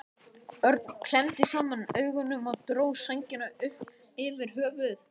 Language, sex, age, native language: Icelandic, male, 11, Icelandic